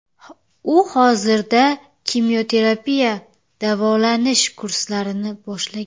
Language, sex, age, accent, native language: Uzbek, female, 18-24, Samarqand, Uzbek